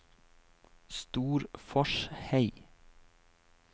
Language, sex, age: Norwegian, male, 28